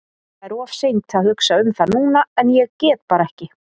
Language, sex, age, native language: Icelandic, female, 40-49, Icelandic